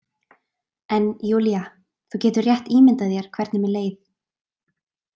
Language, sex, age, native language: Icelandic, female, 20-29, Icelandic